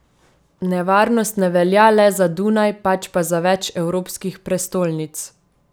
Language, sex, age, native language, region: Slovenian, female, 30-49, Slovenian, Savinja region